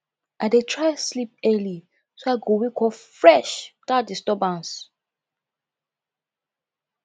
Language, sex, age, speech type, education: Nigerian Pidgin, female, 15-29, spontaneous, tertiary